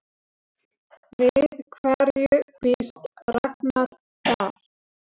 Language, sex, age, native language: Icelandic, male, 7, Icelandic